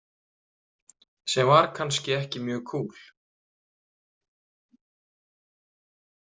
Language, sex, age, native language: Icelandic, male, 30-39, Icelandic